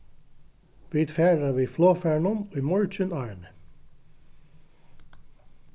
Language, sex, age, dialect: Faroese, male, 36-60, Norðuroyggjar